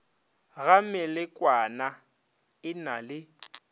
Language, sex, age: Northern Sotho, male, 30